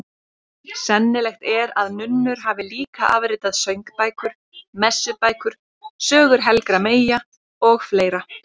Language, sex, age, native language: Icelandic, female, 30-39, Icelandic